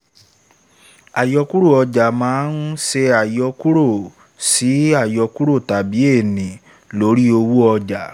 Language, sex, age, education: Yoruba, male, 15-29, tertiary